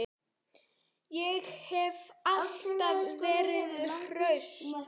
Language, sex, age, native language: Icelandic, female, 8, Icelandic